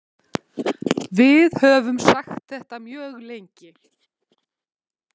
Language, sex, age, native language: Icelandic, female, 50-59, Icelandic